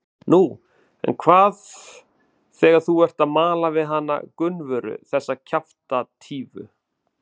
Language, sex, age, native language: Icelandic, male, 40-49, Icelandic